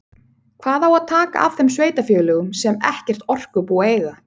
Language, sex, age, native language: Icelandic, female, 30-39, Icelandic